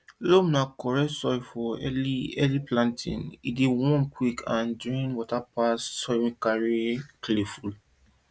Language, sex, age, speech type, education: Nigerian Pidgin, male, 15-29, spontaneous, tertiary